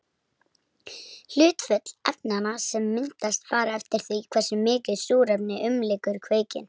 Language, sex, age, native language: Icelandic, female, 30-39, Icelandic